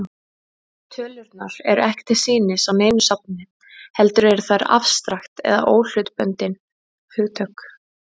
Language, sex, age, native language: Icelandic, female, 20-29, Icelandic